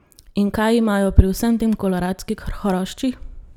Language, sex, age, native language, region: Slovenian, female, 30-49, Slovenian, Gorenjska region